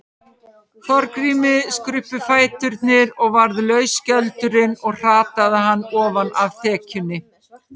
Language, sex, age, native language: Icelandic, female, 50-59, Icelandic